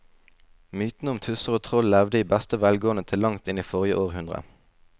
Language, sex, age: Norwegian, male, 20